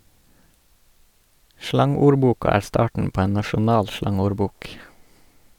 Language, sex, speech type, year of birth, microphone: Norwegian, male, read, 1986, Sennheiser